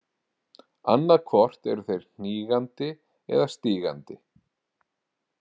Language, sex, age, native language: Icelandic, male, 40-49, Icelandic